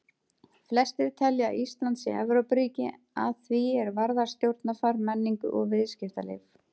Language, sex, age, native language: Icelandic, female, 30-39, Icelandic